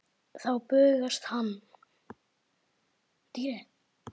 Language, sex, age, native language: Icelandic, male, 8, Icelandic